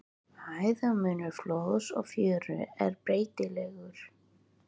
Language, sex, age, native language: Icelandic, female, 13, Icelandic